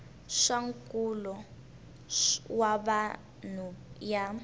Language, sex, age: Tsonga, female, 19